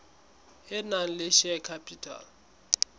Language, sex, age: Southern Sotho, male, 21